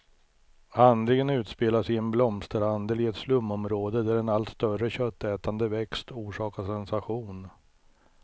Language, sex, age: Swedish, male, 63